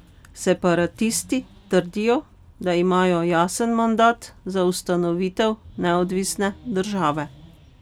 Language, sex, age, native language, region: Slovenian, female, 50-59, Slovenian, Pomurje region